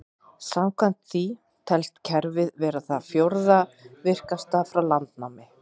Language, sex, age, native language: Icelandic, female, 40-49, Icelandic